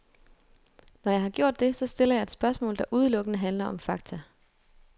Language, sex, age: Danish, female, 22